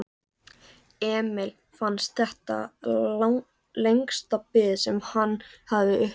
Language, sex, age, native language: Icelandic, female, 14, Icelandic